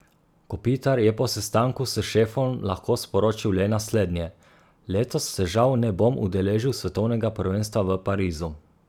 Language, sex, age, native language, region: Slovenian, male, 30-49, Slovenian, Gorica region